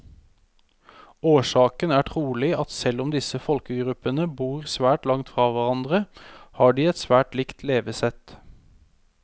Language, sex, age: Norwegian, male, 31